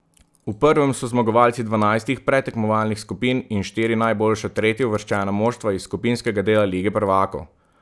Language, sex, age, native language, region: Slovenian, male, 30-49, Slovenian, Southeast Slovenia